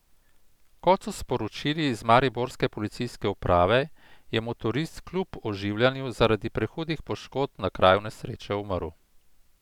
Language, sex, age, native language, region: Slovenian, male, 50-59, Slovenian, Central Slovenia